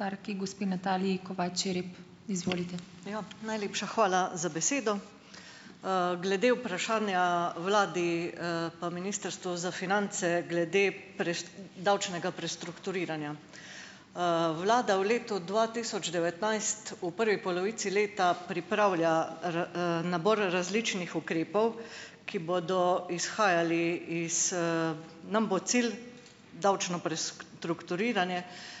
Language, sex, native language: Slovenian, female, Slovenian